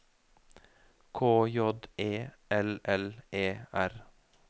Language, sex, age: Norwegian, male, 33